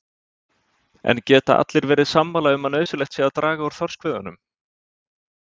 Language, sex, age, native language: Icelandic, male, 20-29, Icelandic